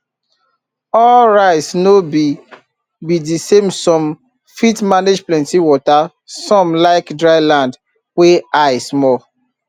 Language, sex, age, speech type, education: Nigerian Pidgin, male, 30-45, spontaneous, tertiary